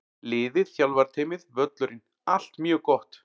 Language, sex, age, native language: Icelandic, male, 40-49, Icelandic